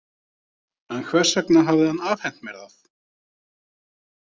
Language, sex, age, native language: Icelandic, male, 30-39, Icelandic